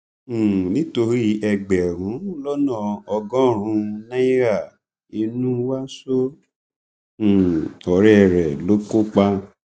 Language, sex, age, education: Yoruba, male, 30-45, tertiary